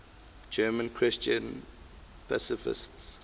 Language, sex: English, male